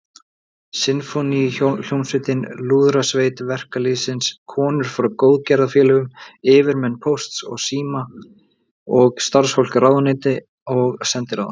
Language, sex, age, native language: Icelandic, male, 20-29, Icelandic